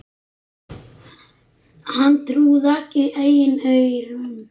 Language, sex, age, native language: Icelandic, male, 9, Icelandic